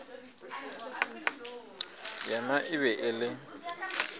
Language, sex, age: Northern Sotho, female, 22